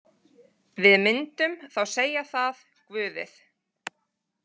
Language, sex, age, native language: Icelandic, female, 30-39, Icelandic